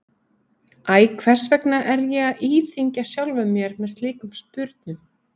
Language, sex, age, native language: Icelandic, female, 30-39, Icelandic